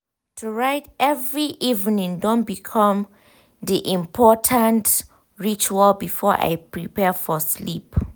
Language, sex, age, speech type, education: Nigerian Pidgin, female, 15-29, spontaneous, tertiary